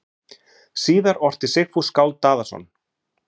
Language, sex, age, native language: Icelandic, male, 40-49, Icelandic